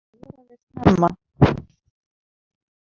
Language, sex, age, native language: Icelandic, female, 30-39, Icelandic